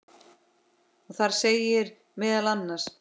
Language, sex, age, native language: Icelandic, female, 10, Icelandic